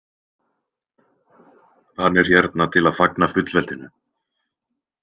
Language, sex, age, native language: Icelandic, male, 20-29, Icelandic